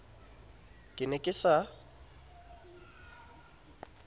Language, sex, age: Southern Sotho, male, 27